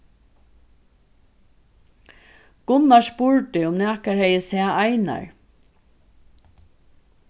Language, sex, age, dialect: Faroese, female, 36-60, Norðurstreymoy/Eysturoy